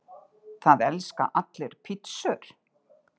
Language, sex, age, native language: Icelandic, female, 60-69, Icelandic